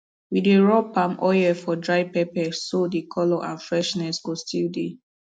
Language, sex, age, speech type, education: Nigerian Pidgin, female, 15-29, spontaneous, tertiary